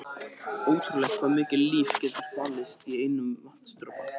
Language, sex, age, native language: Icelandic, male, 13, Icelandic